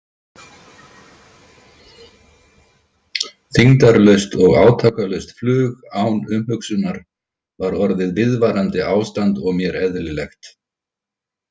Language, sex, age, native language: Icelandic, male, 50-59, Icelandic